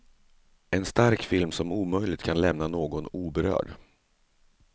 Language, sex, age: Swedish, male, 35